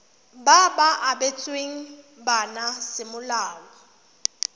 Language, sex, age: Tswana, female, 31